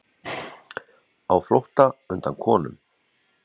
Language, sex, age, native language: Icelandic, male, 40-49, Icelandic